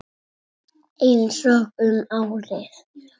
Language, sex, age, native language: Icelandic, female, 6, Icelandic